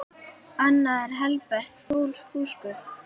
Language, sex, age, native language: Icelandic, female, 10, Icelandic